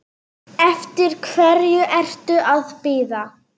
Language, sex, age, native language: Icelandic, female, 9, Serbo-Croatian